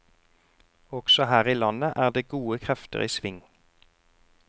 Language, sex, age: Norwegian, male, 34